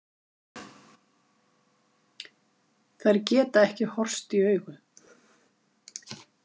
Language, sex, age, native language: Icelandic, female, 50-59, Icelandic